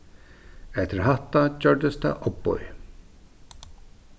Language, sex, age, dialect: Faroese, male, 36-60, Suðurstreymoy